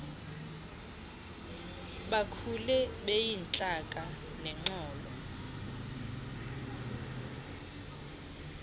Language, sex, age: Xhosa, female, 20